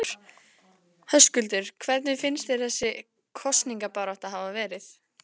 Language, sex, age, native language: Icelandic, female, 15, Icelandic